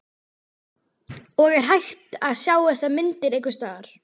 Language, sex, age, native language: Icelandic, female, 12, Icelandic